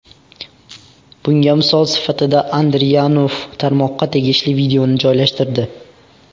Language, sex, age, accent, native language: Uzbek, male, under 19, Xorazm, Uzbek